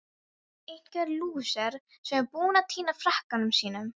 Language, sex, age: Icelandic, female, 13